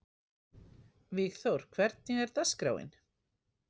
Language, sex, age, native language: Icelandic, female, 50-59, Icelandic